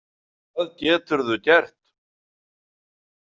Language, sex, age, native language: Icelandic, male, 40-49, Icelandic